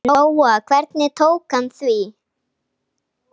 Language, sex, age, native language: Icelandic, female, 8, Icelandic